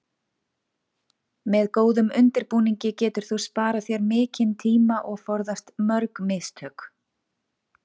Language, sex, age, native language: Icelandic, female, 40-49, Icelandic